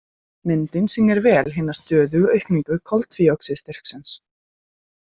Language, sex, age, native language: Icelandic, female, 20-29, Icelandic